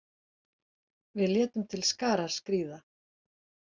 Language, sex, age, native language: Icelandic, female, 40-49, Icelandic